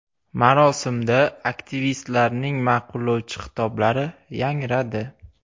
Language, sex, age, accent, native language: Uzbek, male, 18-24, Andijon, Uzbek